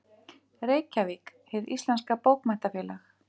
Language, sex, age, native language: Icelandic, female, 50-59, Icelandic